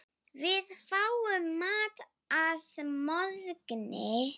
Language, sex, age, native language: Icelandic, female, 7, Icelandic